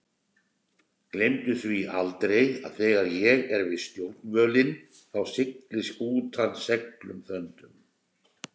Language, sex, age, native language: Icelandic, male, 60-69, Icelandic